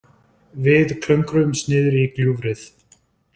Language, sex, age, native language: Icelandic, male, 20-29, Icelandic